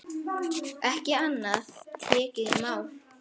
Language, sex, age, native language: Icelandic, male, 9, Icelandic